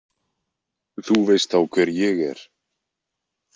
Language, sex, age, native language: Icelandic, male, 20-29, Icelandic